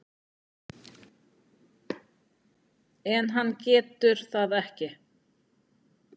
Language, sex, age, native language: Icelandic, female, 9, Icelandic